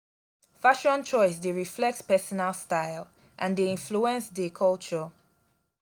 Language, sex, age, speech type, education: Nigerian Pidgin, female, 15-29, spontaneous, tertiary